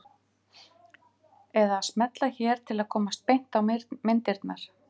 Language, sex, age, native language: Icelandic, female, 50-59, Icelandic